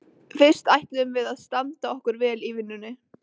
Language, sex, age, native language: Icelandic, female, 13, Icelandic